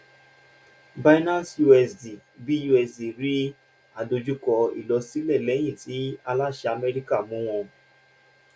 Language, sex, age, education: Yoruba, male, 15-29, tertiary